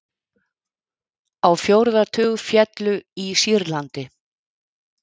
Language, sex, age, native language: Icelandic, female, 50-59, Icelandic